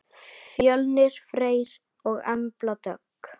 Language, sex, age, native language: Icelandic, male, 9, Icelandic